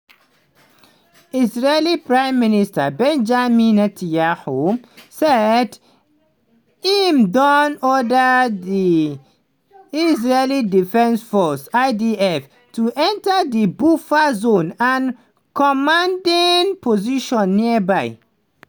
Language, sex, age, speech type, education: Nigerian Pidgin, male, 30-45, spontaneous, tertiary